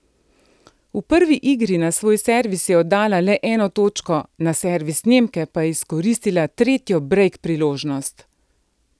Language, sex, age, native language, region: Slovenian, female, 50-59, Slovenian, Central Slovenia